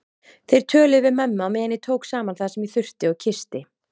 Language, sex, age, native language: Icelandic, female, 30-39, Icelandic